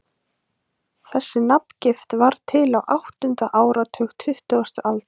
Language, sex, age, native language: Icelandic, female, 20-29, Icelandic